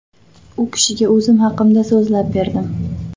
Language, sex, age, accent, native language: Uzbek, female, 25-34, Toshkent viloyati, Uzbek